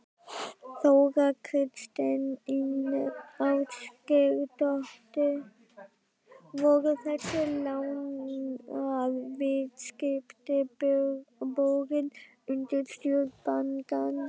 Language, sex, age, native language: Icelandic, female, 12, Icelandic